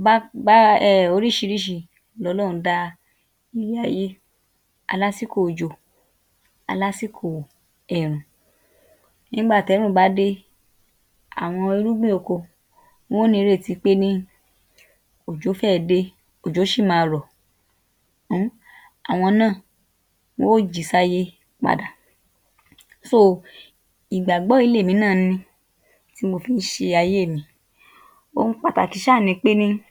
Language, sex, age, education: Yoruba, female, 30-45, tertiary